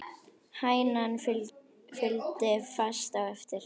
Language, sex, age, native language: Icelandic, female, 10, Icelandic